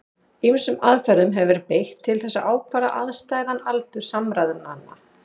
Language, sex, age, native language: Icelandic, female, 30-39, Icelandic